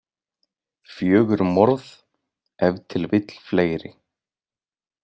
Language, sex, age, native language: Icelandic, male, 20-29, Icelandic